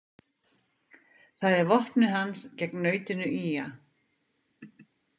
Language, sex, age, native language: Icelandic, female, 50-59, Icelandic